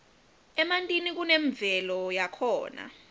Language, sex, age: Swati, female, 22